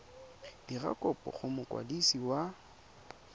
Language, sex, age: Tswana, male, 22